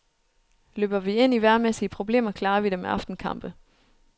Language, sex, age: Danish, female, 29